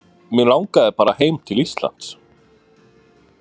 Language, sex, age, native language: Icelandic, male, 20-29, Icelandic